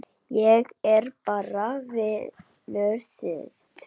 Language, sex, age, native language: Icelandic, female, 8, Icelandic